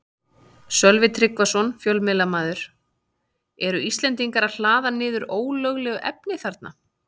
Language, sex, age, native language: Icelandic, female, 30-39, Icelandic